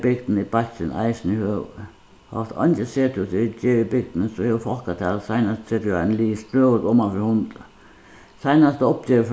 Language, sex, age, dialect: Faroese, female, 61+, Suðuroy